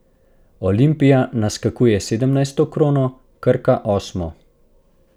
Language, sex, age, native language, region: Slovenian, male, 18-29, Slovenian, Central Slovenia